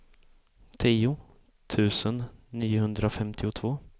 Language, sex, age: Swedish, male, 18